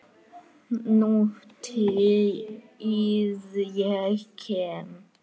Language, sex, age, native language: Icelandic, female, 8, Icelandic